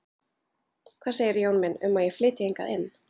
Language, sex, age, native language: Icelandic, female, 30-39, Icelandic